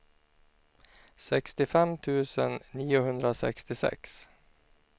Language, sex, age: Swedish, male, 49